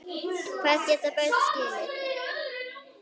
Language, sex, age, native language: Icelandic, female, 10, Icelandic